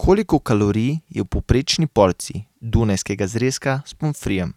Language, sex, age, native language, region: Slovenian, male, 18-29, Slovenian, Carinthia region